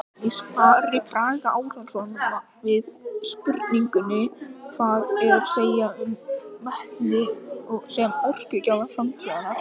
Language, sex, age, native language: Icelandic, male, 18-19, Icelandic